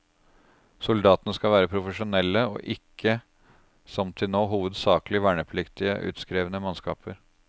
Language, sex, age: Norwegian, male, 36